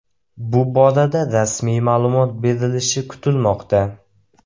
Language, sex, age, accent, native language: Uzbek, male, 18-24, Samarqand, Uzbek